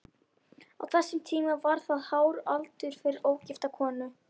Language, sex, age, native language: Icelandic, female, 11, Icelandic